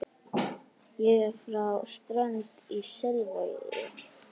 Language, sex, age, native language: Icelandic, female, 11, Icelandic